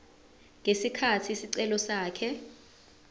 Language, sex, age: Zulu, female, 20